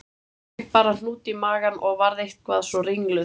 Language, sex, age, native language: Icelandic, male, 30-39, Icelandic